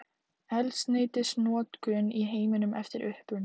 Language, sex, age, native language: Icelandic, female, 18-19, Icelandic